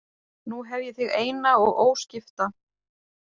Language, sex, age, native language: Icelandic, female, 40-49, Icelandic